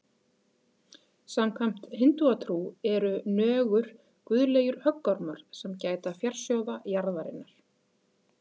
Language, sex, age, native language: Icelandic, female, 40-49, Icelandic